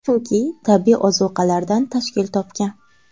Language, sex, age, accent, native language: Uzbek, female, 18-24, Navoiy, Uzbek